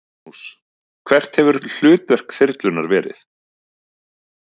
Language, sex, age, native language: Icelandic, male, 30-39, Icelandic